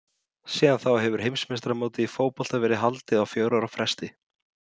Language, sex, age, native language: Icelandic, male, 30-39, Icelandic